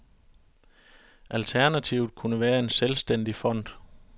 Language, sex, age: Danish, male, 41